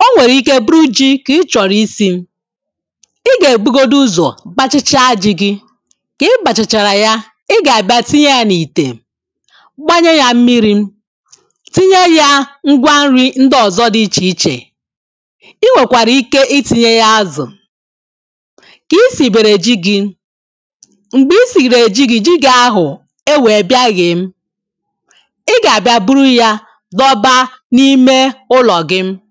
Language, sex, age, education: Igbo, female, 15-29, tertiary